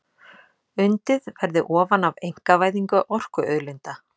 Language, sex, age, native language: Icelandic, female, 30-39, Icelandic